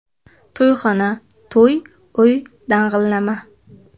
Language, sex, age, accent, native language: Uzbek, female, 18-24, Samarqand, Uzbek